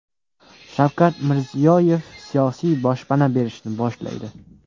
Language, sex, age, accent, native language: Uzbek, male, 18-24, Sirdaryo, Uzbek